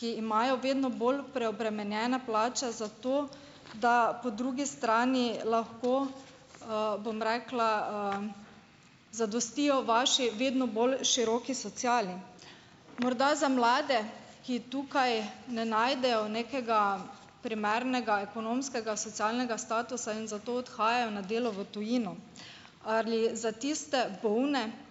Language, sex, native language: Slovenian, female, Slovenian